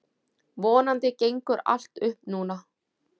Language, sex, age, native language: Icelandic, female, 40-49, Icelandic